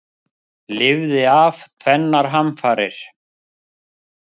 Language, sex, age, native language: Icelandic, male, 50-59, Icelandic